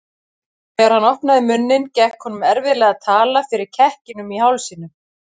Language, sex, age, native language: Icelandic, female, 40-49, Icelandic